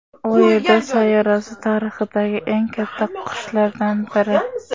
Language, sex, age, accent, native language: Uzbek, female, under 19, Toshkent shahri, Uzbek